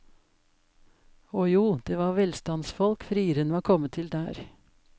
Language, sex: Norwegian, female